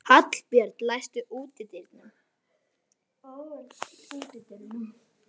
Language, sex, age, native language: Icelandic, male, 11, Icelandic